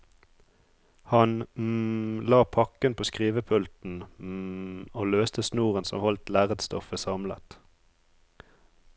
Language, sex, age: Norwegian, male, 34